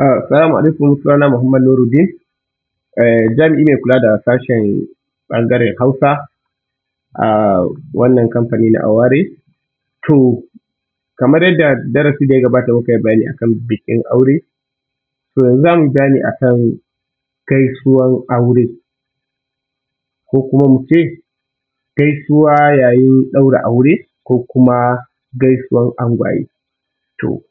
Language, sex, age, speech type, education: Hausa, male, 15-29, spontaneous, tertiary